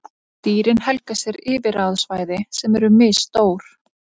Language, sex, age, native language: Icelandic, female, 30-39, Icelandic